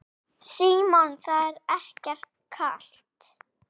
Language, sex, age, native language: Icelandic, female, 8, Icelandic